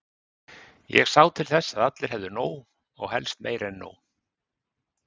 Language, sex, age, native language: Icelandic, male, 50-59, Icelandic